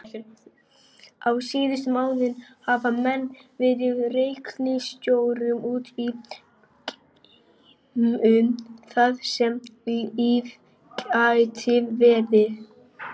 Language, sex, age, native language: Icelandic, female, 50-59, Icelandic